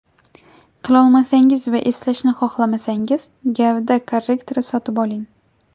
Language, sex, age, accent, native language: Uzbek, female, 18-24, Jizzax, Uzbek